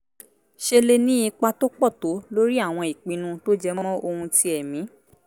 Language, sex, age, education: Yoruba, female, 15-29, tertiary